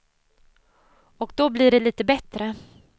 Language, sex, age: Swedish, female, 30